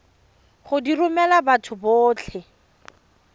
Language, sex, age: Tswana, female, 31